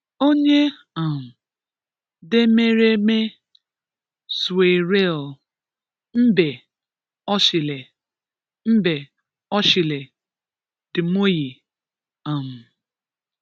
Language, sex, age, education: Igbo, female, 30-45, tertiary